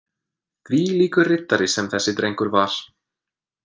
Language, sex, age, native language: Icelandic, male, 20-29, English